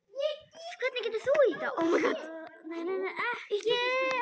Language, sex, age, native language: Icelandic, female, 10, Icelandic